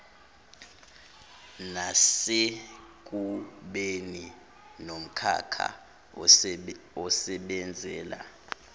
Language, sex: Zulu, male